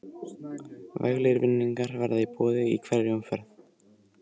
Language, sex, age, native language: Icelandic, male, 18-19, Icelandic